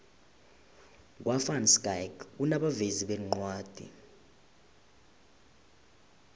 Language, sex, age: South Ndebele, male, 20